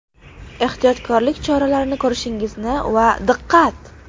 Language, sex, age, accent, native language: Uzbek, female, under 19, Qashqadaryo, Uzbek